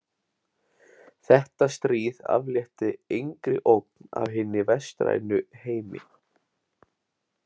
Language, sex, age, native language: Icelandic, male, 18-19, Icelandic